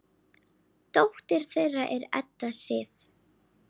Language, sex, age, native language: Icelandic, female, 9, Icelandic